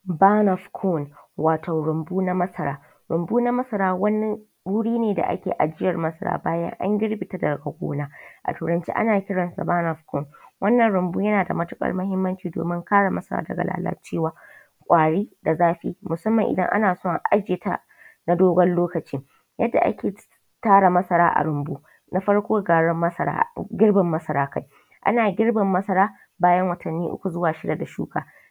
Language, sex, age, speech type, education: Hausa, female, 15-29, spontaneous, tertiary